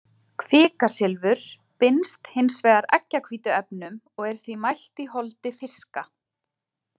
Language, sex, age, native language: Icelandic, female, 20-29, Icelandic